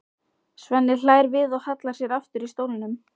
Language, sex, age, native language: Icelandic, female, 12, Icelandic